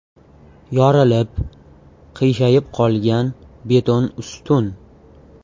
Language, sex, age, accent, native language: Uzbek, male, 18-24, Toshkent viloyati, Uzbek